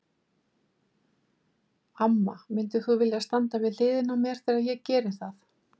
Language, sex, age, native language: Icelandic, female, 50-59, Icelandic